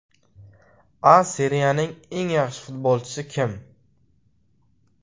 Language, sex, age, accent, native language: Uzbek, male, 18-24, Qashqadaryo, Uzbek